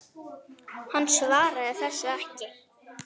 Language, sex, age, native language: Icelandic, female, 9, Icelandic